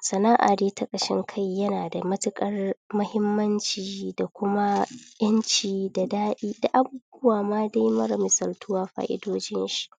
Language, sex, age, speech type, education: Hausa, female, 30-45, spontaneous, tertiary